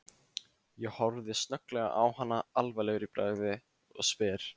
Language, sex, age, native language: Icelandic, male, 15, Icelandic